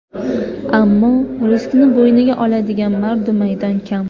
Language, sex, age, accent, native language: Uzbek, female, 19-29, Farg'ona, Uzbek